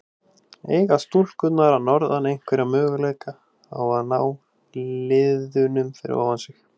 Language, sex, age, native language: Icelandic, male, 18-19, Icelandic